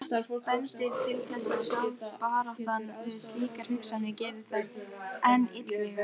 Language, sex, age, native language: Icelandic, female, 18-19, Icelandic